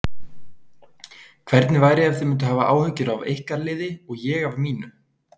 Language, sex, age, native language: Icelandic, male, 20-29, Icelandic